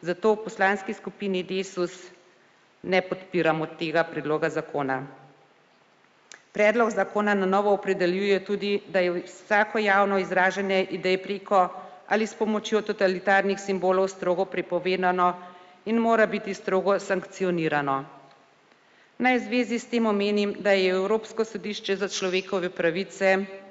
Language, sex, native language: Slovenian, female, Slovenian